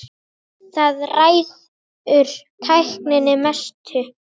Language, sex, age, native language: Icelandic, male, 9, Icelandic